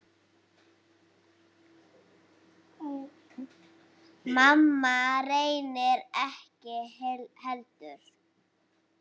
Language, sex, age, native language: Icelandic, female, 6, Icelandic